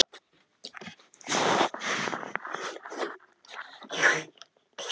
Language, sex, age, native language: Icelandic, male, 9, Icelandic